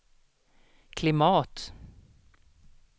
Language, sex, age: Swedish, male, 32